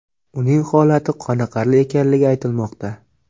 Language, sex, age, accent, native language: Uzbek, male, 18-24, Xorazm, Uzbek